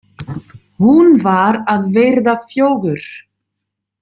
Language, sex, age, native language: Icelandic, female, 30-39, Dutch